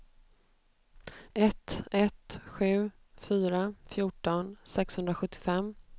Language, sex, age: Swedish, female, 29